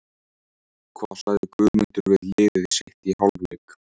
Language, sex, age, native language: Icelandic, male, 14, Icelandic